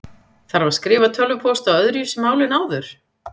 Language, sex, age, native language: Icelandic, female, 50-59, Icelandic